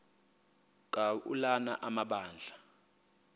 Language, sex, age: Xhosa, male, 22